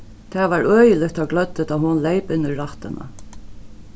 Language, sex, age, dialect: Faroese, female, 36-60, Norðuroyggjar